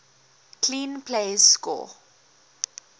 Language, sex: English, female